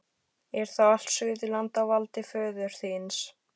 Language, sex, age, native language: Icelandic, female, 12, Icelandic